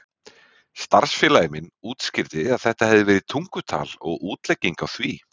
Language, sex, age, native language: Icelandic, male, 30-39, Icelandic